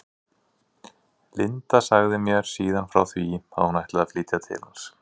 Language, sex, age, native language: Icelandic, male, 40-49, Icelandic